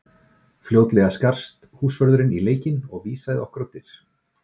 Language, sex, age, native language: Icelandic, male, 40-49, Icelandic